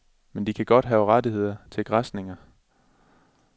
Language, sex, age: Danish, male, 27